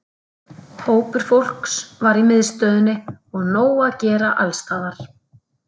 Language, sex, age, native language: Icelandic, female, 30-39, Icelandic